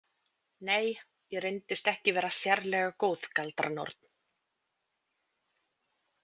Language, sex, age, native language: Icelandic, female, 20-29, Icelandic